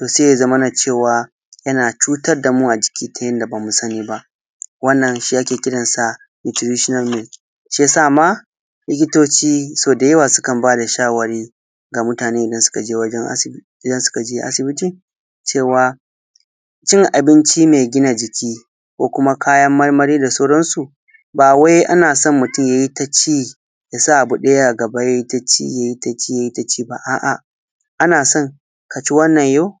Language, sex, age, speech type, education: Hausa, male, 15-29, spontaneous, tertiary